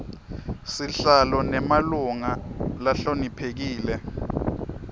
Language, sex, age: Swati, male, 23